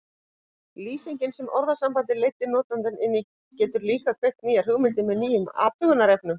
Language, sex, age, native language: Icelandic, female, 50-59, Icelandic